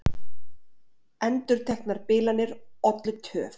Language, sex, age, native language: Icelandic, female, 30-39, Icelandic